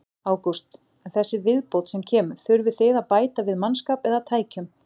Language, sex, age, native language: Icelandic, female, 40-49, Icelandic